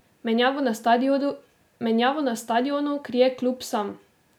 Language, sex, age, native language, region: Slovenian, female, 18-29, Slovenian, Drava region